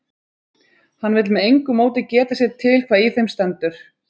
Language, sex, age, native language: Icelandic, female, 30-39, Icelandic